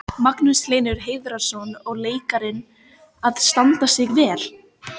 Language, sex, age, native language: Icelandic, female, 14, Filipino